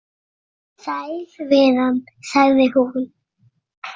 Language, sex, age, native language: Icelandic, male, 20-29, Icelandic